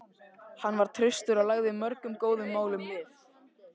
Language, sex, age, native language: Icelandic, male, 13, Icelandic